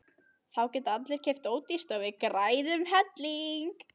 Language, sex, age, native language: Icelandic, female, 11, Icelandic